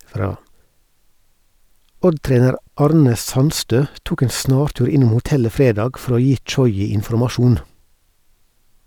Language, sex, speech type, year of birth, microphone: Norwegian, male, read, 1970, Sennheiser